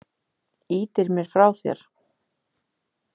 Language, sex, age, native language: Icelandic, female, 50-59, Icelandic